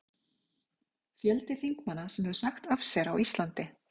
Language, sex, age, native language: Icelandic, female, 40-49, Icelandic